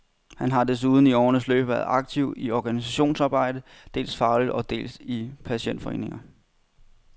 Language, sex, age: Danish, male, 31